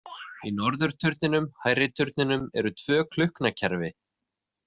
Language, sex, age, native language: Icelandic, male, 30-39, Icelandic